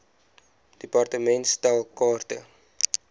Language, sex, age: Afrikaans, male, 20